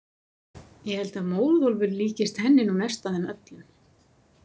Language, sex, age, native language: Icelandic, female, 50-59, Icelandic